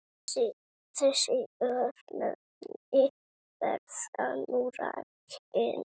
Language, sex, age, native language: Icelandic, female, 9, Icelandic